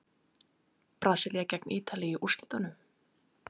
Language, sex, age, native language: Icelandic, female, 30-39, Icelandic